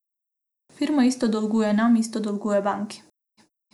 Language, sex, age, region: Slovenian, female, 18-29, Abroad